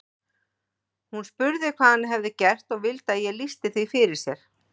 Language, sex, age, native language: Icelandic, female, 40-49, Icelandic